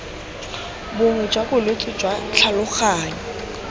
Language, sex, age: Tswana, female, 19